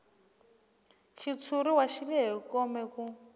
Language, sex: Tsonga, female